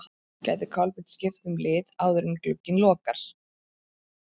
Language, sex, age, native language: Icelandic, female, 13, Icelandic